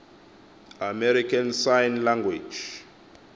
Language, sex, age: Xhosa, male, 24